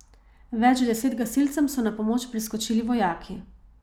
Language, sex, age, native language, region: Slovenian, female, 30-49, Slovenian, Savinja region